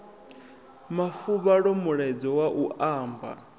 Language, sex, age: Venda, male, 21